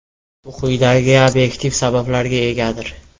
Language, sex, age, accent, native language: Uzbek, male, 12-17, Toshkent viloyati, Uzbek